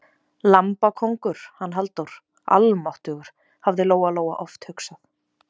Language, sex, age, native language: Icelandic, female, 20-29, Icelandic